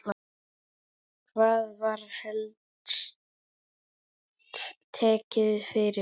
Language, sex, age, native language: Icelandic, female, 9, Icelandic